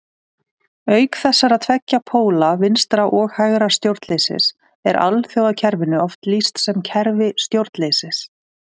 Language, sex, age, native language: Icelandic, female, 30-39, Icelandic